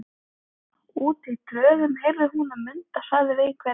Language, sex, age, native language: Icelandic, female, 20-29, Icelandic